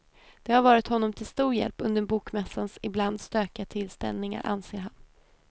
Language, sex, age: Swedish, female, 28